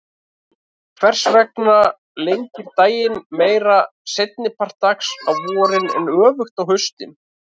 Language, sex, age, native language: Icelandic, male, 30-39, Icelandic